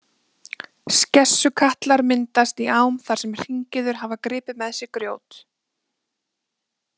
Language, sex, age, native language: Icelandic, female, 20-29, Icelandic